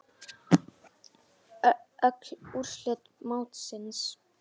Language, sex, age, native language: Icelandic, female, 10, Icelandic